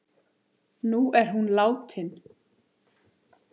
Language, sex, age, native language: Icelandic, male, 8, Icelandic